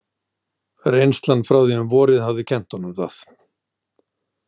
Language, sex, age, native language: Icelandic, male, 60-69, Icelandic